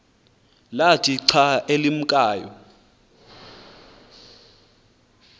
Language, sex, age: Xhosa, male, 20